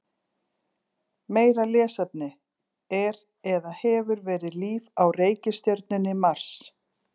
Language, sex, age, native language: Icelandic, female, 40-49, Icelandic